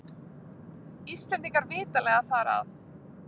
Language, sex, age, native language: Icelandic, female, 20-29, Icelandic